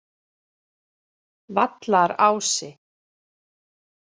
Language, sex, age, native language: Icelandic, female, 40-49, Icelandic